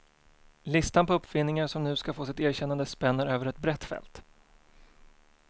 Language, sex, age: Swedish, male, 24